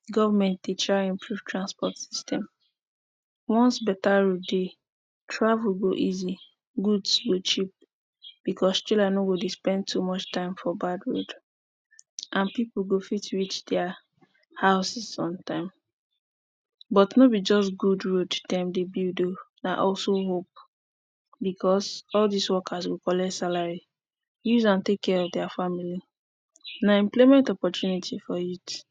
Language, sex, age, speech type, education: Nigerian Pidgin, female, 15-29, spontaneous, tertiary